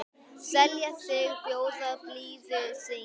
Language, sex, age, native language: Icelandic, male, 10, Icelandic